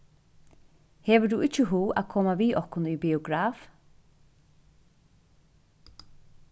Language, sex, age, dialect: Faroese, female, 36-60, Suðurstreymoy